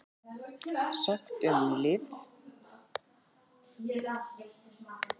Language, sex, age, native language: Icelandic, female, 40-49, Icelandic